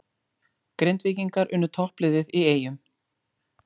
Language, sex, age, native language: Icelandic, female, 40-49, Icelandic